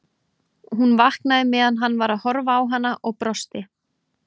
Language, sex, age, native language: Icelandic, female, 18-19, Icelandic